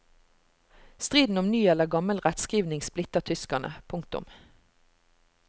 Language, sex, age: Norwegian, female, 45